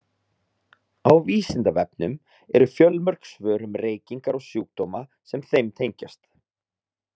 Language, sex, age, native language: Icelandic, male, 30-39, Icelandic